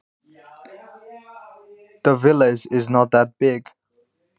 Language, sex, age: Icelandic, male, 20-29